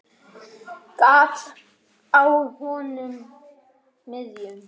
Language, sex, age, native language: Icelandic, other, 10, Icelandic